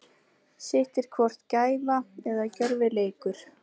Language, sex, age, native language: Icelandic, female, 20-29, Icelandic